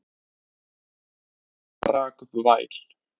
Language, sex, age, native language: Icelandic, male, 20-29, Icelandic